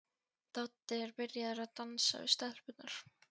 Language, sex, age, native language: Icelandic, female, 14, Polish